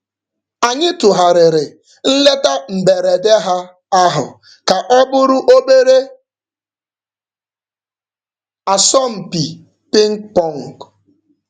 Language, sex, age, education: Igbo, male, 15-29, tertiary